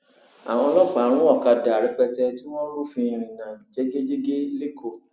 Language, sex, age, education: Yoruba, male, 46-60, tertiary